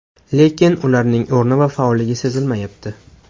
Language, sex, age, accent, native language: Uzbek, male, 18-24, Farg'ona, Uzbek